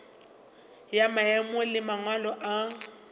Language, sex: Northern Sotho, female